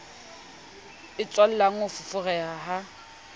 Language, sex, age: Southern Sotho, female, 27